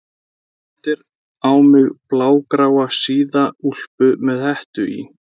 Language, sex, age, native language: Icelandic, male, 20-29, Icelandic